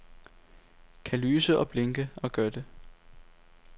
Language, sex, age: Danish, male, 18